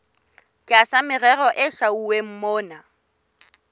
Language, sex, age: Southern Sotho, female, 18